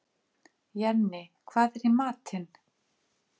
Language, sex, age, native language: Icelandic, female, 50-59, Icelandic